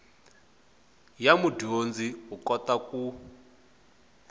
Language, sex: Tsonga, male